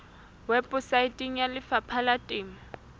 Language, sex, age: Southern Sotho, female, 20